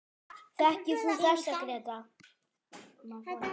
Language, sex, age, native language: Icelandic, male, 10, Icelandic